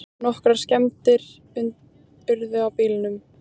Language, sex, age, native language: Icelandic, female, 18-19, Icelandic